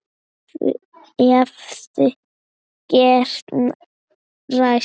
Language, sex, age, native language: Icelandic, female, 9, Icelandic